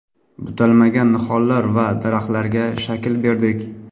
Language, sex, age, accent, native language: Uzbek, male, 25-34, Navoiy, Uzbek